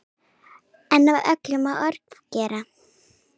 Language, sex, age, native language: Icelandic, female, 9, Icelandic